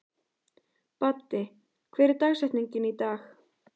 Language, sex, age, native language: Icelandic, female, 14, Icelandic